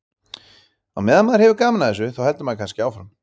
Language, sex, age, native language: Icelandic, male, 30-39, Icelandic